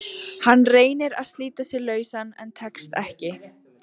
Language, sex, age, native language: Icelandic, female, 15, Icelandic